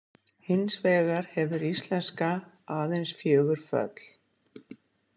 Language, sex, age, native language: Icelandic, female, 50-59, Icelandic